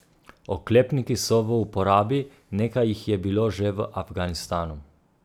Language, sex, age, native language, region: Slovenian, male, 30-49, Slovenian, Gorica region